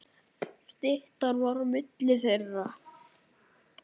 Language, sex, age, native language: Icelandic, male, 9, Icelandic